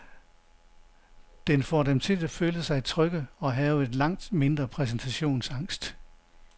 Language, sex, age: Danish, male, 69